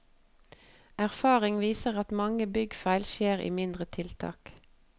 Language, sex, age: Norwegian, female, 48